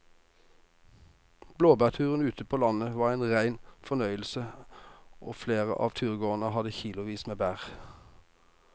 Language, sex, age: Norwegian, male, 48